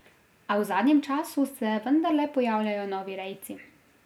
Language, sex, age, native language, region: Slovenian, female, 18-29, Slovenian, Drava region